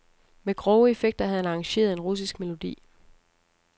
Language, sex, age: Danish, female, 34